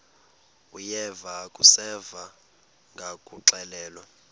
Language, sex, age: Xhosa, male, 22